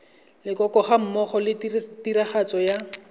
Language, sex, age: Tswana, male, 20